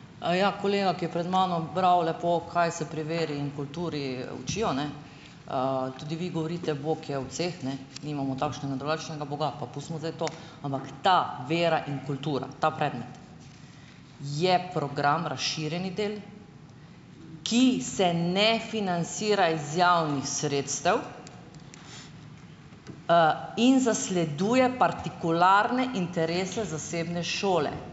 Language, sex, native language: Slovenian, female, Slovenian